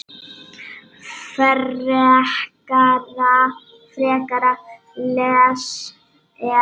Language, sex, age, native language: Icelandic, female, 18-19, Icelandic